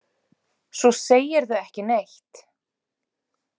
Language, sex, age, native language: Icelandic, female, 40-49, Icelandic